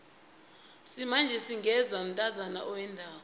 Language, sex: South Ndebele, female